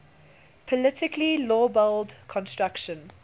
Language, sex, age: English, female, 20